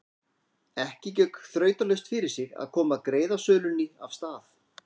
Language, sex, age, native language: Icelandic, male, 40-49, Icelandic